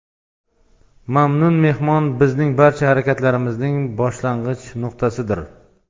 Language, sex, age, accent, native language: Uzbek, male, 35+, Xorazm, Uzbek